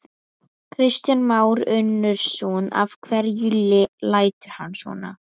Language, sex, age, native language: Icelandic, female, 11, Icelandic